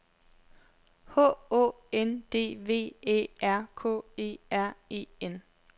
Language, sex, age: Danish, female, 21